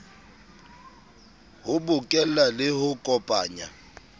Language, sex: Southern Sotho, male